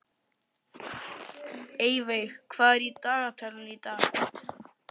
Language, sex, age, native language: Icelandic, male, 11, Icelandic